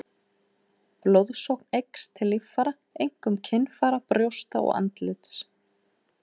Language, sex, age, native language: Icelandic, female, 18-19, Icelandic